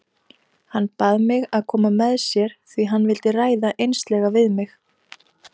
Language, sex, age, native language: Icelandic, female, 30-39, Icelandic